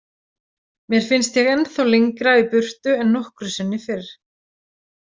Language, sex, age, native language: Icelandic, female, 40-49, Icelandic